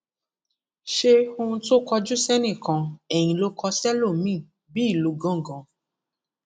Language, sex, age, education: Yoruba, female, 15-29, tertiary